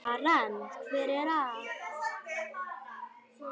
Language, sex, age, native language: Icelandic, female, 9, Icelandic